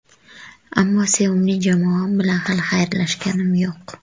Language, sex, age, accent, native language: Uzbek, female, 25-34, Qashqadaryo, Uzbek